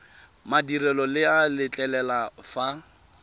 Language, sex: Tswana, male